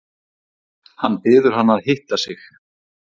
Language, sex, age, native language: Icelandic, male, 40-49, Icelandic